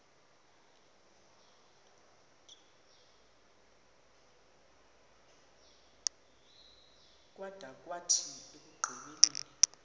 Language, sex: Xhosa, female